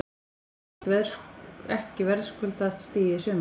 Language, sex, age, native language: Icelandic, female, 14, Icelandic